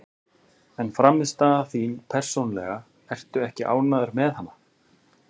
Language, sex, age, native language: Icelandic, male, 40-49, Icelandic